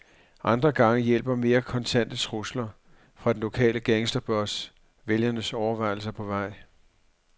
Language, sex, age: Danish, male, 44